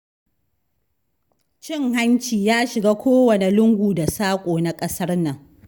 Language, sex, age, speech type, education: Hausa, female, 15-29, read, tertiary